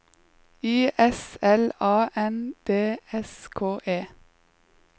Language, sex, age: Norwegian, female, 21